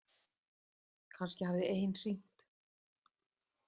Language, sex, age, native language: Icelandic, female, 60-69, Icelandic